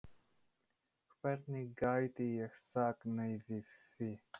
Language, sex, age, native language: Icelandic, male, 30-39, Polish